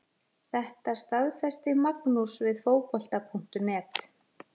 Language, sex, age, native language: Icelandic, female, 40-49, Icelandic